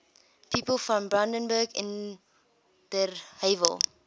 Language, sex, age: English, female, 21